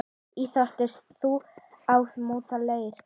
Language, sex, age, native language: Icelandic, female, 10, Icelandic